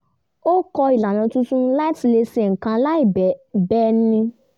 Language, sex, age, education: Yoruba, female, 15-29, tertiary